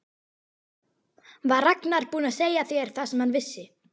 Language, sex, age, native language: Icelandic, female, 12, Icelandic